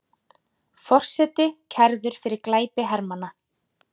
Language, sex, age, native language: Icelandic, female, 30-39, Icelandic